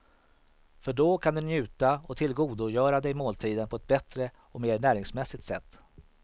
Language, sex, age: Swedish, male, 38